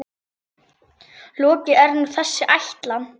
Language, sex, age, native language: Icelandic, female, 8, Icelandic